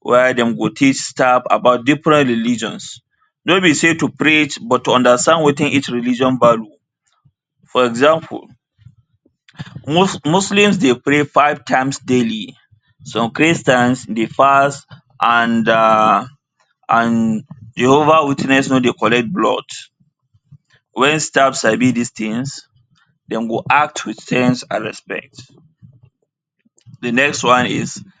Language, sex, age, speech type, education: Nigerian Pidgin, male, 30-45, spontaneous, tertiary